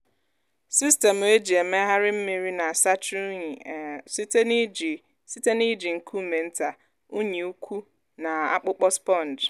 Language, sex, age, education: Igbo, female, 15-29, tertiary